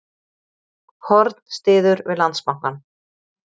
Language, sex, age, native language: Icelandic, female, 30-39, Icelandic